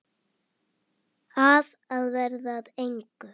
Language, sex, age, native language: Icelandic, female, 8, Icelandic